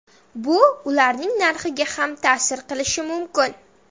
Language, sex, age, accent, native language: Uzbek, female, under 19, Samarqand, Uzbek